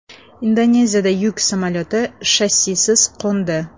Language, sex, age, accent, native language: Uzbek, female, 25-34, Toshkent shahri, Uzbek